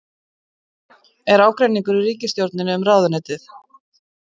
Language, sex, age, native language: Icelandic, female, 50-59, Icelandic